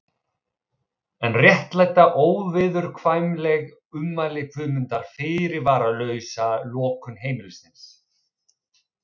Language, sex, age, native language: Icelandic, male, 30-39, Icelandic